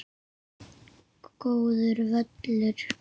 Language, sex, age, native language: Icelandic, male, 8, Icelandic